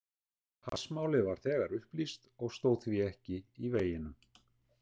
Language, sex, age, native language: Icelandic, male, 60-69, Icelandic